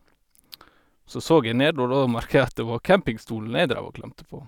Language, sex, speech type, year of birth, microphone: Norwegian, male, spontaneous, 1989, Sennheiser